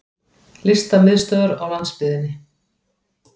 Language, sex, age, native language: Icelandic, female, 40-49, Icelandic